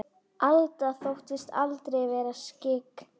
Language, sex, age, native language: Icelandic, female, 9, Icelandic